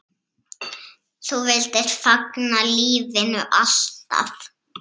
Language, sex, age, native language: Icelandic, female, 7, Icelandic